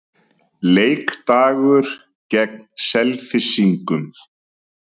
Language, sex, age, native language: Icelandic, male, 30-39, Icelandic